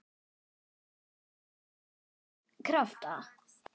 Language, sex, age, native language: Icelandic, female, 10, Icelandic